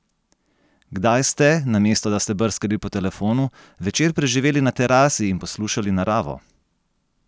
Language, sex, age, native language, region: Slovenian, male, 30-49, Slovenian, Gorenjska region